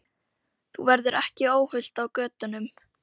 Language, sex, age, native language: Icelandic, female, 12, Icelandic